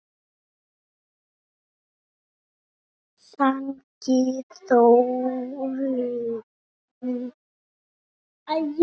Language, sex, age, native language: Icelandic, male, 6, Icelandic